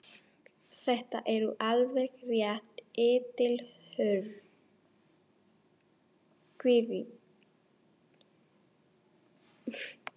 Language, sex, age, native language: Icelandic, female, 40-49, Spanish